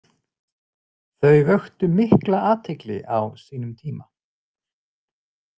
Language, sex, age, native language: Icelandic, male, 40-49, Icelandic